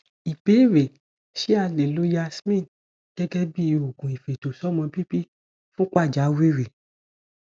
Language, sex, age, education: Yoruba, male, 15-29, tertiary